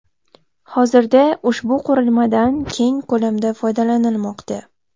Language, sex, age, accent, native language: Uzbek, female, 12-17, Toshkent viloyati, Uzbek